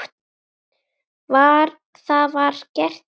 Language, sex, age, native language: Icelandic, female, 10, Icelandic